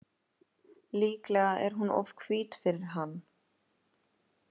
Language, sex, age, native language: Icelandic, female, 20-29, Icelandic